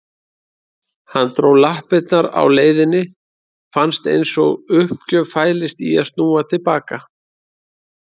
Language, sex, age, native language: Icelandic, male, 30-39, Icelandic